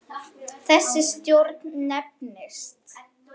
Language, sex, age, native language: Icelandic, female, 9, Icelandic